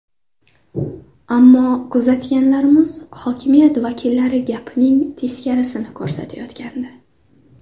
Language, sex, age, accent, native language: Uzbek, female, under 19, Navoiy, Uzbek